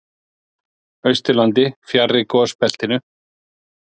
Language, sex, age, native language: Icelandic, male, 40-49, Icelandic